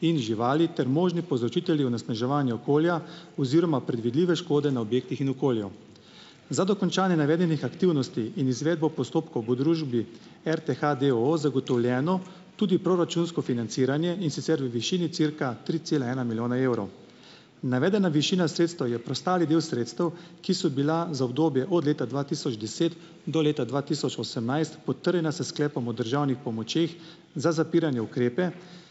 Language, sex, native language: Slovenian, male, Slovenian